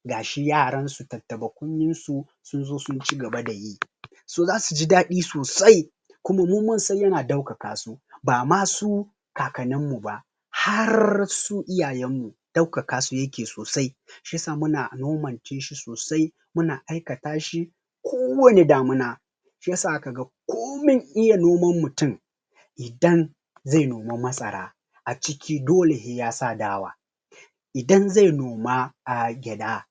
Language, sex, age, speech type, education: Hausa, male, 30-45, spontaneous, tertiary